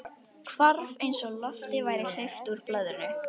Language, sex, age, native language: Icelandic, female, 11, Icelandic